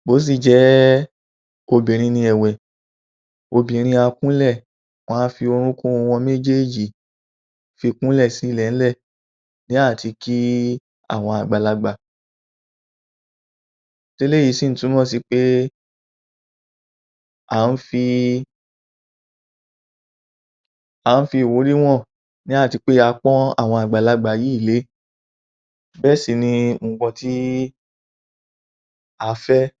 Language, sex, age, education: Yoruba, male, 30-45, tertiary